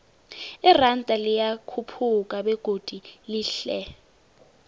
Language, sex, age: South Ndebele, female, 18